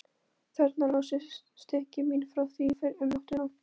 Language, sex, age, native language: Icelandic, female, 13, Polish